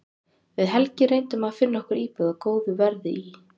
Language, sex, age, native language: Icelandic, female, 30-39, Icelandic